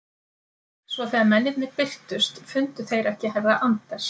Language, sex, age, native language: Icelandic, female, 50-59, Icelandic